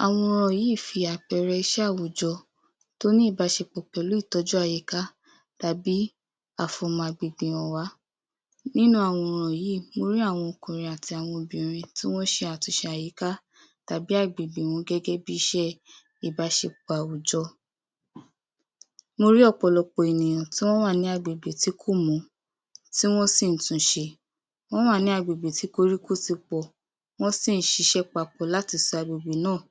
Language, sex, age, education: Yoruba, female, 46-60, tertiary